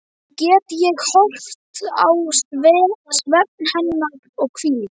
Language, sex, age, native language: Icelandic, male, 12, Icelandic